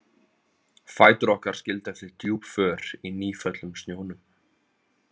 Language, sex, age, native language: Icelandic, male, 30-39, Icelandic